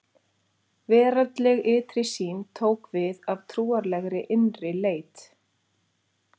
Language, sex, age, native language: Icelandic, female, 40-49, Icelandic